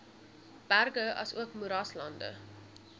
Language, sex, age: Afrikaans, female, 21